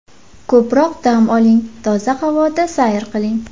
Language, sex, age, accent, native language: Uzbek, female, 18-24, Farg'ona, Uzbek